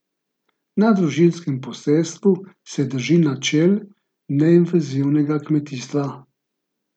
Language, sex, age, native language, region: Slovenian, male, 50-59, Slovenian, Gorica region